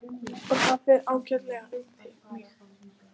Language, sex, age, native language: Icelandic, female, 14, Icelandic